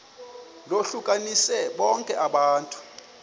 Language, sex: Xhosa, male